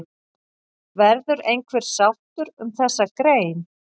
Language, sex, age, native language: Icelandic, female, 40-49, Icelandic